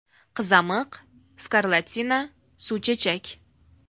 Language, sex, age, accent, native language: Uzbek, female, 19-29, Farg'ona, Uzbek